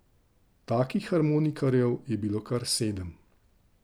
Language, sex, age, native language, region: Slovenian, male, 30-49, Slovenian, Drava region